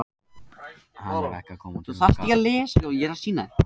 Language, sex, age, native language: Icelandic, male, 18-19, Icelandic